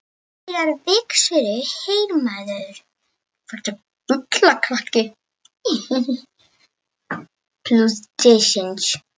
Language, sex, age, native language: Icelandic, female, 18-19, Icelandic